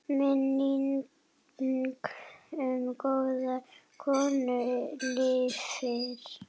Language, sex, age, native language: Icelandic, female, 8, Icelandic